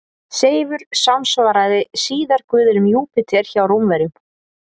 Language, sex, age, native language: Icelandic, female, 40-49, Icelandic